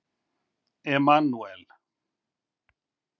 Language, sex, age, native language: Icelandic, male, 50-59, Icelandic